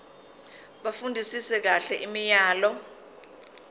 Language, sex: Zulu, female